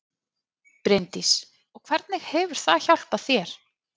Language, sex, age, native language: Icelandic, female, 30-39, Icelandic